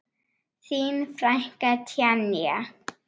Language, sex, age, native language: Icelandic, other, 8, Icelandic